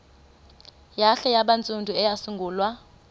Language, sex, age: Xhosa, female, 33